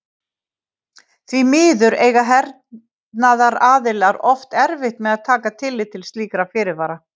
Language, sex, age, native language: Icelandic, female, 50-59, Icelandic